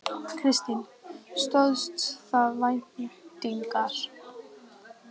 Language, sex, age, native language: Icelandic, female, 14, Icelandic